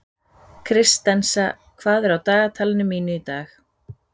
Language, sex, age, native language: Icelandic, female, 30-39, Icelandic